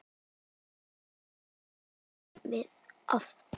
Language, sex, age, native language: Icelandic, female, 9, Icelandic